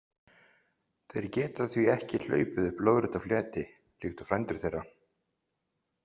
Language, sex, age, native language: Icelandic, male, 40-49, Icelandic